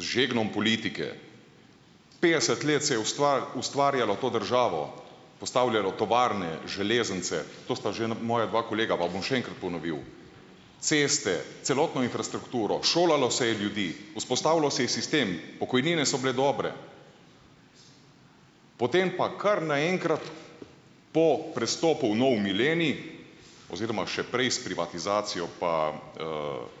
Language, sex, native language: Slovenian, male, Slovenian